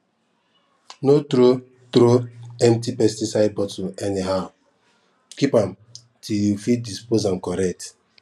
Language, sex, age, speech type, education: Nigerian Pidgin, male, 15-29, spontaneous, tertiary